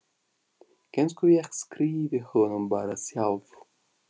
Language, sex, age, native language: Icelandic, male, 40-49, Russian